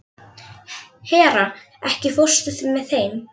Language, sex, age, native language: Icelandic, female, 11, Icelandic